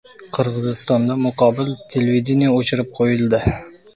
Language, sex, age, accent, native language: Uzbek, male, 18-24, Sirdaryo, Uzbek